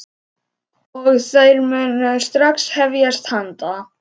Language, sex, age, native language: Icelandic, male, 11, Icelandic